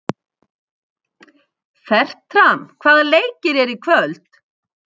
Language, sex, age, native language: Icelandic, female, 50-59, Icelandic